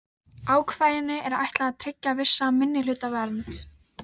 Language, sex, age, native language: Icelandic, female, 13, Icelandic